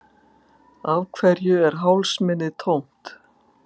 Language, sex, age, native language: Icelandic, female, 60-69, Icelandic